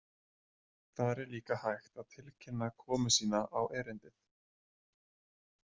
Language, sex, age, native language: Icelandic, male, 20-29, Icelandic